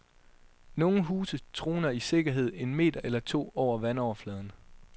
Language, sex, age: Danish, male, 22